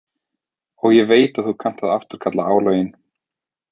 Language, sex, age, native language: Icelandic, male, 30-39, Icelandic